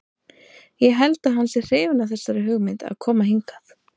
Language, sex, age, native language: Icelandic, female, 30-39, Icelandic